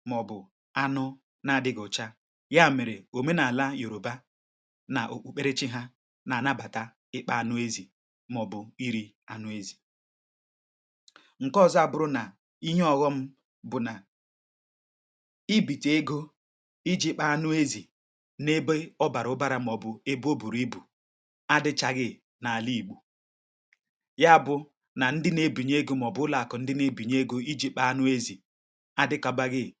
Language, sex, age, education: Igbo, male, 30-45, tertiary